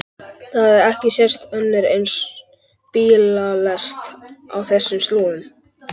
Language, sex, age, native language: Icelandic, male, 11, Icelandic